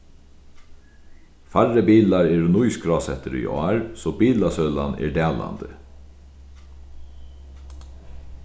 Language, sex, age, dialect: Faroese, male, 36-60, Sandoy